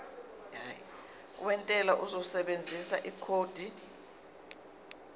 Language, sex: Zulu, female